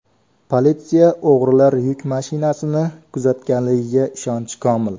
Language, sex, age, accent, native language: Uzbek, male, 18-24, Farg'ona, Uzbek